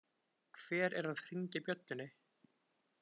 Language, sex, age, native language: Icelandic, male, 20-29, Icelandic